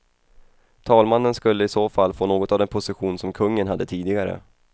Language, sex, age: Swedish, male, 28